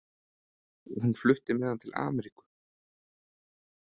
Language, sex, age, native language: Icelandic, male, 30-39, Icelandic